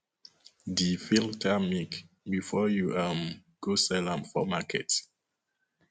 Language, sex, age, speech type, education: Nigerian Pidgin, male, 30-45, spontaneous, tertiary